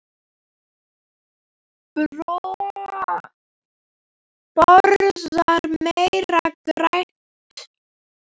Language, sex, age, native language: Icelandic, female, 9, Icelandic